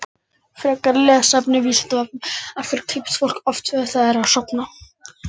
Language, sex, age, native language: Icelandic, female, 60-69, Icelandic